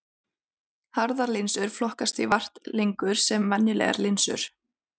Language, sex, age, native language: Icelandic, female, 30-39, Icelandic